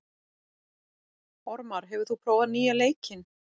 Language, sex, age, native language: Icelandic, female, 40-49, Icelandic